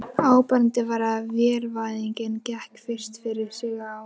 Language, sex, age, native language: Icelandic, female, 12, Icelandic